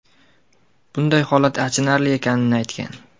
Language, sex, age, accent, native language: Uzbek, male, 19-29, Jizzax, Uzbek